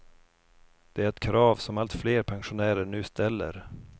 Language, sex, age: Swedish, male, 32